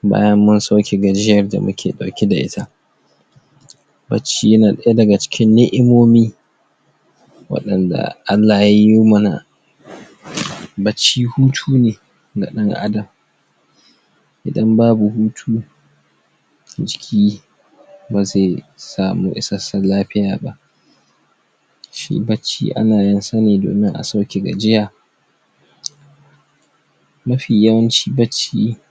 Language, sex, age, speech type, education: Hausa, male, 15-29, spontaneous, tertiary